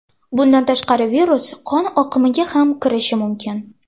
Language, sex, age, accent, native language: Uzbek, female, under 19, Toshkent shahri, Uzbek